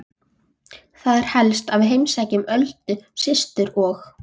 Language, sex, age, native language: Icelandic, female, 14, Icelandic